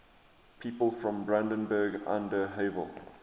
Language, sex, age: English, male, 23